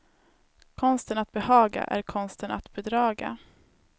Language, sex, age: Swedish, female, 19